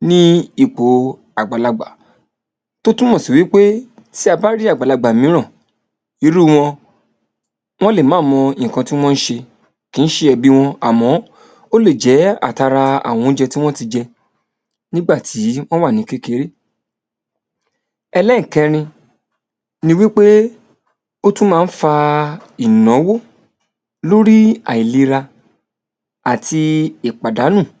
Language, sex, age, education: Yoruba, male, 30-45, tertiary